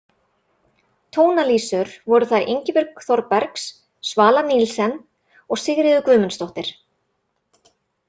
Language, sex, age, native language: Icelandic, female, 30-39, Icelandic